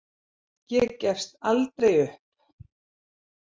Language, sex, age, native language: Icelandic, female, 70-79, Icelandic